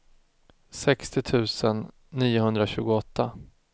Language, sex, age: Swedish, male, 36